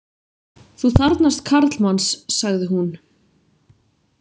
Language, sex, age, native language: Icelandic, female, 30-39, Icelandic